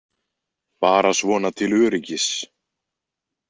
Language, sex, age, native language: Icelandic, male, 20-29, Icelandic